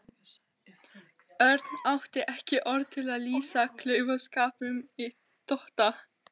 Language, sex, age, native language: Icelandic, female, 13, Albanian